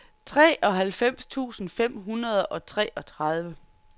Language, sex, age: Danish, female, 30